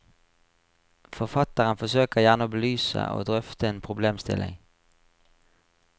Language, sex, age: Norwegian, male, 35